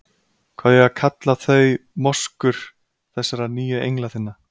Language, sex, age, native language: Icelandic, male, 30-39, Icelandic